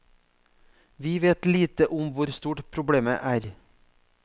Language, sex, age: Norwegian, male, 44